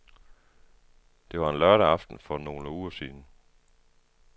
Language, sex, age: Danish, male, 33